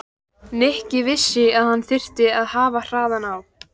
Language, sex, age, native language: Icelandic, female, 14, Icelandic